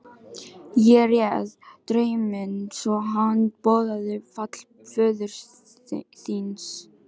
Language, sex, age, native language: Icelandic, other, 13, Filipino